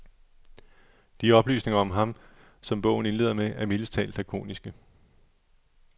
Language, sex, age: Danish, male, 37